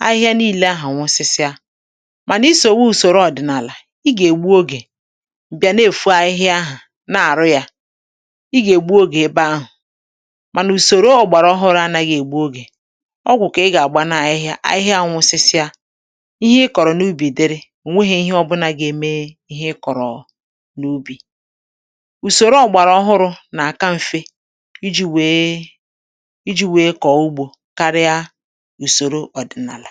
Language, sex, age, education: Igbo, female, 30-45, tertiary